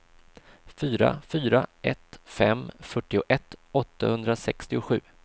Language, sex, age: Swedish, male, 26